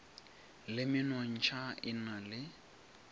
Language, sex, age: Northern Sotho, male, 23